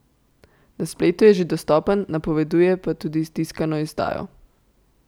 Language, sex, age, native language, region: Slovenian, female, 18-29, Slovenian, Central Slovenia